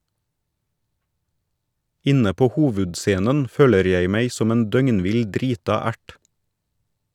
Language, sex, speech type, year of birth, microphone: Norwegian, male, read, 1979, Shure